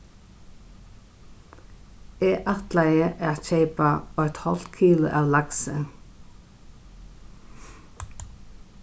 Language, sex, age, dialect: Faroese, female, 36-60, Norðurstreymoy/Eysturoy